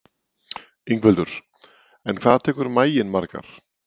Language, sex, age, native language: Icelandic, male, 40-49, Icelandic